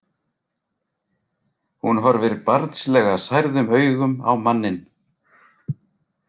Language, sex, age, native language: Icelandic, male, 40-49, Icelandic